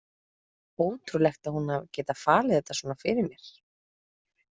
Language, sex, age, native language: Icelandic, female, 30-39, Icelandic